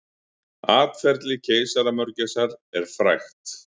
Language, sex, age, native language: Icelandic, male, 40-49, Icelandic